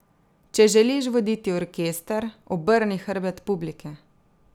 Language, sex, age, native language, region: Slovenian, female, 30-49, Slovenian, Drava region